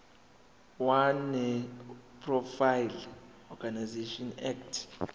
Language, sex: Zulu, male